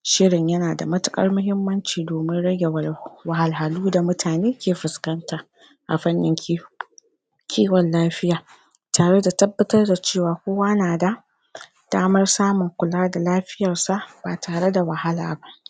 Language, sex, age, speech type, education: Hausa, female, 46-60, spontaneous, secondary